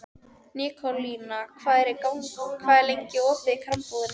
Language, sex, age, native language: Icelandic, female, 13, Icelandic